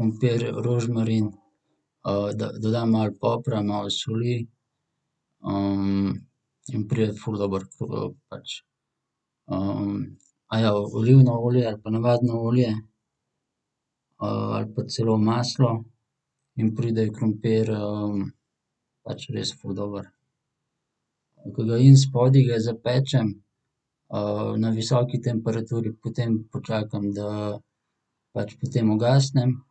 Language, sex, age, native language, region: Slovenian, male, 18-29, Slovenian, Central Slovenia